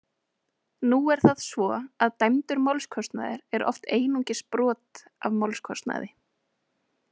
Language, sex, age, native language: Icelandic, female, 20-29, Icelandic